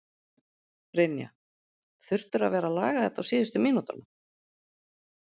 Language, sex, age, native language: Icelandic, female, 40-49, Icelandic